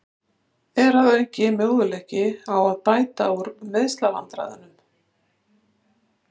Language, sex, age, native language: Icelandic, female, 60-69, Icelandic